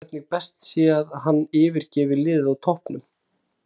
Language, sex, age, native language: Icelandic, male, 30-39, Icelandic